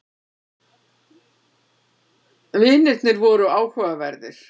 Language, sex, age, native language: Icelandic, female, 60-69, Icelandic